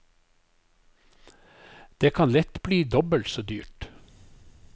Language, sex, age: Norwegian, male, 55